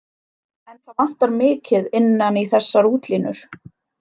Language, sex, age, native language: Icelandic, female, 20-29, Icelandic